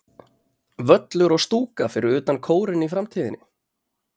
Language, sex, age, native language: Icelandic, male, 30-39, Icelandic